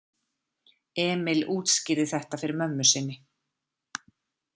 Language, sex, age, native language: Icelandic, female, 40-49, Icelandic